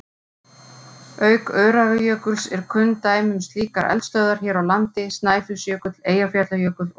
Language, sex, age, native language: Icelandic, female, 40-49, Icelandic